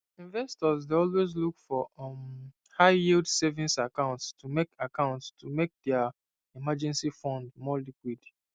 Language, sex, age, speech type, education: Nigerian Pidgin, male, 15-29, spontaneous, secondary